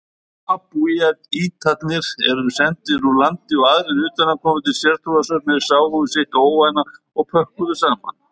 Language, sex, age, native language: Icelandic, male, 50-59, Icelandic